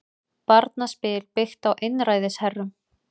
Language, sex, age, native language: Icelandic, female, 30-39, Icelandic